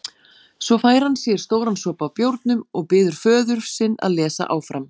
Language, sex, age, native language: Icelandic, female, 40-49, Icelandic